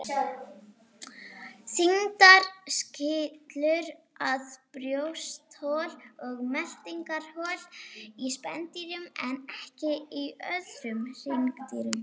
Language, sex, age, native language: Icelandic, female, 18-19, Icelandic